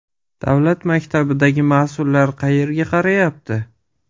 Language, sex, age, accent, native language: Uzbek, male, 25-34, Farg'ona, Uzbek